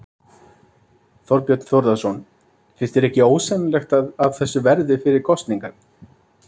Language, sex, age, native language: Icelandic, male, 30-39, Icelandic